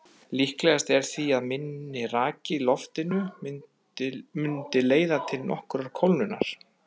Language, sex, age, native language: Icelandic, male, 30-39, Icelandic